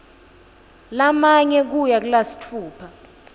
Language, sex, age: Swati, female, 19